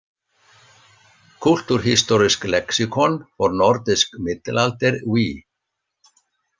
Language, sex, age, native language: Icelandic, male, 60-69, Icelandic